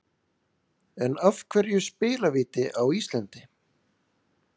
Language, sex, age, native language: Icelandic, male, 30-39, Icelandic